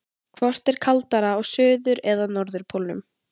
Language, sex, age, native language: Icelandic, female, 18-19, Icelandic